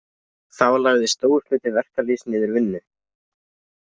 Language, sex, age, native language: Icelandic, other, 20-29, Icelandic